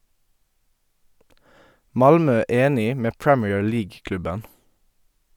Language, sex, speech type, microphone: Norwegian, male, read, Sennheiser